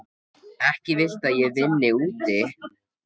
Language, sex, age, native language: Icelandic, male, 13, Icelandic